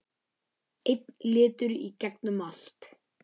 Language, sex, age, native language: Icelandic, male, 9, Icelandic